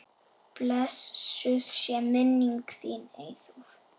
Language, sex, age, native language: Icelandic, male, 8, Icelandic